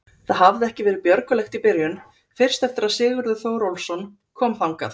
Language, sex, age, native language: Icelandic, female, 30-39, Icelandic